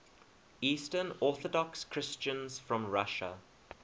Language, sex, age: English, male, 21